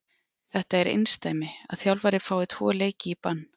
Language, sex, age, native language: Icelandic, female, 40-49, Icelandic